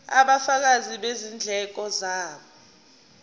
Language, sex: Zulu, female